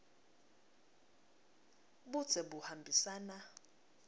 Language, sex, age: Swati, female, 21